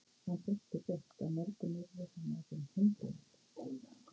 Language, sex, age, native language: Icelandic, female, 50-59, Icelandic